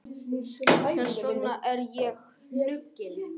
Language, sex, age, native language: Icelandic, male, 18-19, Icelandic